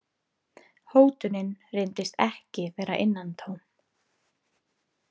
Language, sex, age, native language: Icelandic, female, 30-39, Icelandic